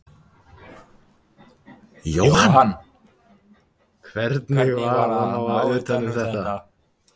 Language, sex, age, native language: Icelandic, male, 18-19, Icelandic